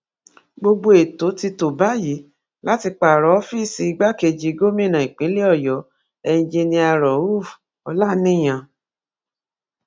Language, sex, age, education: Yoruba, female, 46-60, tertiary